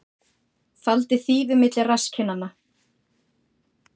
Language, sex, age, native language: Icelandic, female, 40-49, Icelandic